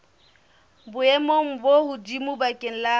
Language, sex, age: Southern Sotho, female, 24